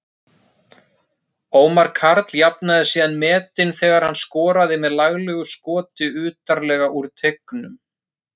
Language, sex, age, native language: Icelandic, male, 30-39, Icelandic